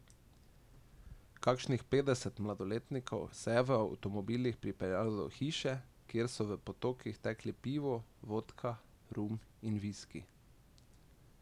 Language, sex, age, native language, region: Slovenian, male, 18-29, Slovenian, Drava region